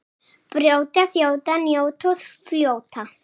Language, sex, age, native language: Icelandic, female, 7, Icelandic